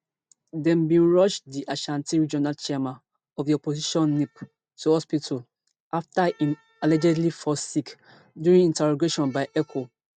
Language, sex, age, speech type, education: Nigerian Pidgin, female, 15-29, spontaneous, tertiary